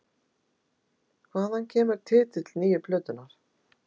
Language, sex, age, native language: Icelandic, female, 60-69, Icelandic